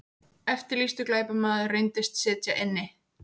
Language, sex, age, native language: Icelandic, female, 18-19, Icelandic